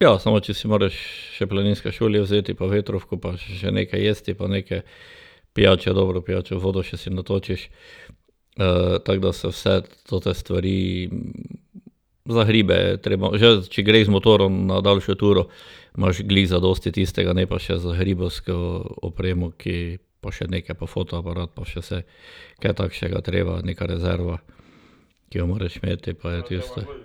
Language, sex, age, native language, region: Slovenian, male, 60+, Slovenian, Drava region